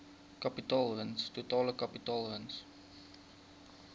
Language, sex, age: Afrikaans, male, 20